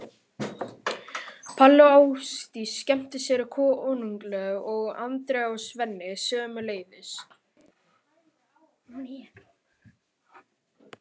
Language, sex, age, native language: Icelandic, male, 18-19, Icelandic